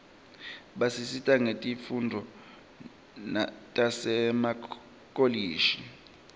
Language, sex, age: Swati, male, 23